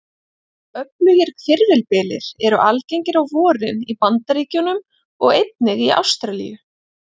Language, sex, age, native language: Icelandic, female, 30-39, Icelandic